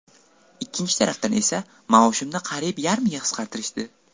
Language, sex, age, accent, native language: Uzbek, male, 18-24, Buxoro, Uzbek